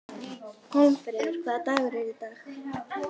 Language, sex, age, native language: Icelandic, female, 11, Icelandic